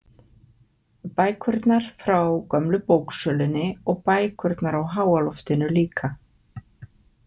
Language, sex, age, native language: Icelandic, female, 50-59, Icelandic